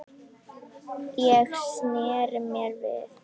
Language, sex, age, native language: Icelandic, female, 10, Icelandic